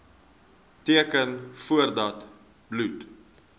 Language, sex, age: Afrikaans, male, 19